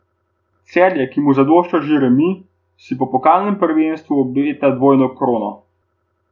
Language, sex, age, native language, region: Slovenian, male, 18-29, Slovenian, Gorenjska region